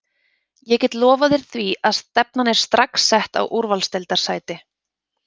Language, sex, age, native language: Icelandic, female, 30-39, Icelandic